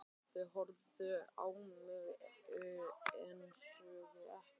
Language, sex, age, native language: Icelandic, male, 12, Icelandic